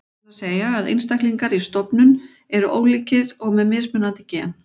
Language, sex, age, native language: Icelandic, female, 40-49, Icelandic